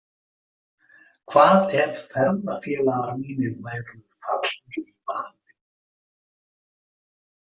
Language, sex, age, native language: Icelandic, male, 50-59, Icelandic